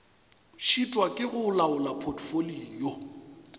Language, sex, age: Northern Sotho, male, 35